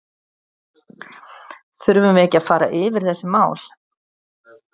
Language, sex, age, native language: Icelandic, female, 60-69, Icelandic